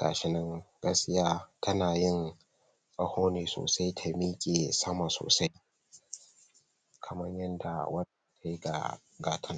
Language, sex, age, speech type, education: Hausa, male, 15-29, spontaneous, tertiary